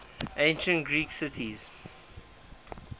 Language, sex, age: English, male, 23